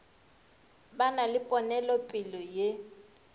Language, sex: Northern Sotho, female